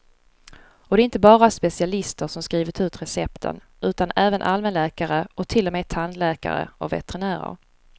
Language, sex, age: Swedish, female, 35